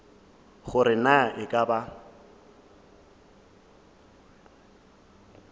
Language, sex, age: Northern Sotho, male, 18